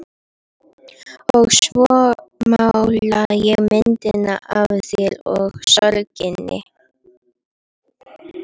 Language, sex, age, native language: Icelandic, female, 11, Icelandic